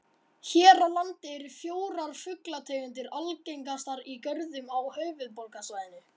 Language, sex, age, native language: Icelandic, male, 18-19, Icelandic